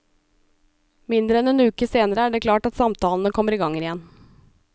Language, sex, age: Norwegian, female, 37